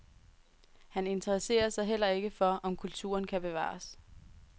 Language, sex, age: Danish, female, 23